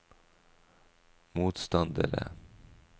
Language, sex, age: Norwegian, male, 44